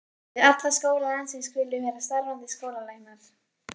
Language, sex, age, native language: Icelandic, female, 13, Icelandic